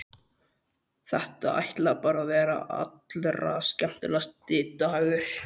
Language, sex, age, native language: Icelandic, male, 12, Icelandic